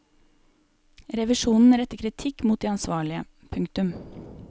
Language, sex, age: Norwegian, female, 28